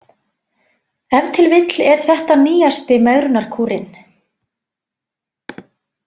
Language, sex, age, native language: Icelandic, female, 20-29, Icelandic